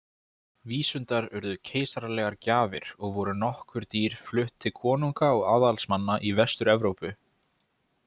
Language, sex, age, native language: Icelandic, male, 20-29, Icelandic